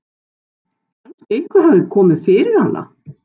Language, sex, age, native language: Icelandic, male, 12, Icelandic